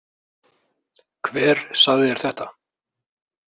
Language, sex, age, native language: Icelandic, male, 20-29, Icelandic